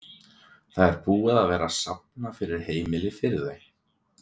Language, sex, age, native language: Icelandic, male, 20-29, Icelandic